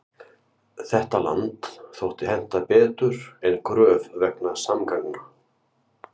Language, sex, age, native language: Icelandic, male, 50-59, Icelandic